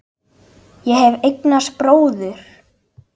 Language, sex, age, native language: Icelandic, female, 10, Icelandic